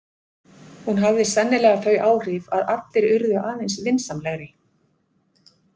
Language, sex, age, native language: Icelandic, female, 50-59, Icelandic